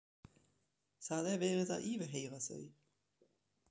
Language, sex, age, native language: Icelandic, female, 40-49, German